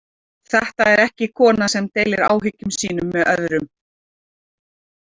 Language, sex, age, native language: Icelandic, female, 40-49, Icelandic